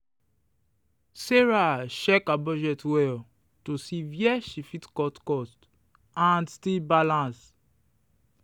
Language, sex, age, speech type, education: Nigerian Pidgin, male, 15-29, spontaneous, tertiary